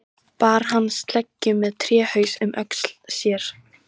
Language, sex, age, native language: Icelandic, female, 13, Icelandic